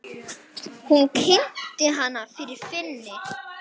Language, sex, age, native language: Icelandic, male, 9, Icelandic